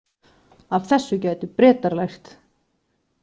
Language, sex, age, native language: Icelandic, female, 20-29, Icelandic